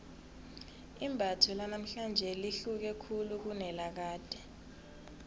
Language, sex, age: South Ndebele, female, 22